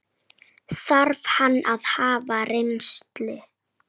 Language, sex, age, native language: Icelandic, female, 9, Icelandic